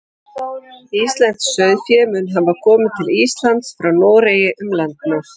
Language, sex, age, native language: Icelandic, female, 40-49, Icelandic